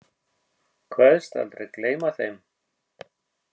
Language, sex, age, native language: Icelandic, male, 50-59, Icelandic